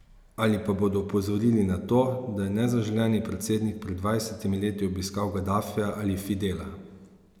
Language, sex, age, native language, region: Slovenian, male, 30-49, Slovenian, Savinja region